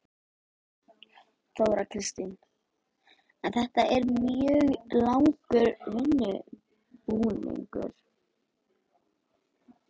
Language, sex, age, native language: Icelandic, female, 12, Icelandic